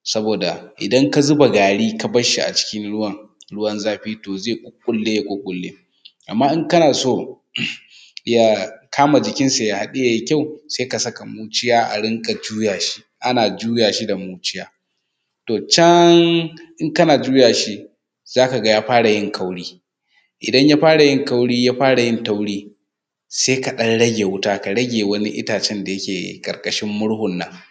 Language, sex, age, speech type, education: Hausa, male, 30-45, spontaneous, tertiary